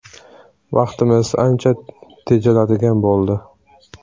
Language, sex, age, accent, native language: Uzbek, male, 18-24, Samarqand, Uzbek